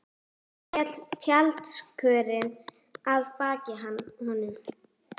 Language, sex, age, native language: Icelandic, female, 11, Icelandic